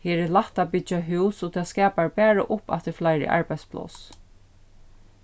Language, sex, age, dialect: Faroese, female, 36-60, Suðurstreymoy